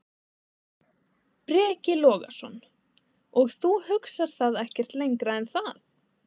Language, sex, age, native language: Icelandic, female, 20-29, Icelandic